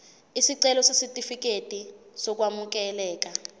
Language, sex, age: Zulu, female, 20